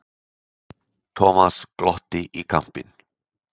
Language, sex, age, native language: Icelandic, male, 60-69, Icelandic